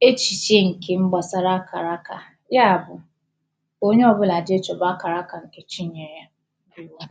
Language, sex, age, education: Igbo, female, 15-29, tertiary